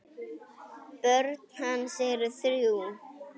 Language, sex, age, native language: Icelandic, female, 8, Icelandic